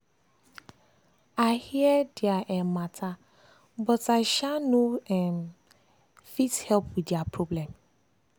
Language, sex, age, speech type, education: Nigerian Pidgin, female, 15-29, spontaneous, tertiary